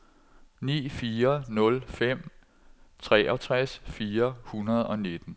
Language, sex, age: Danish, male, 46